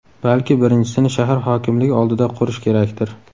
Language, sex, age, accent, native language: Uzbek, male, 18-24, Samarqand, Uzbek